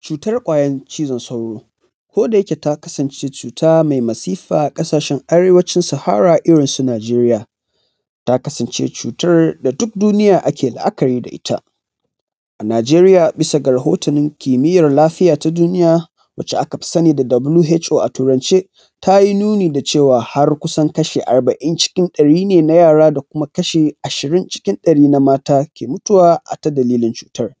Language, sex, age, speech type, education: Hausa, male, 15-29, spontaneous, tertiary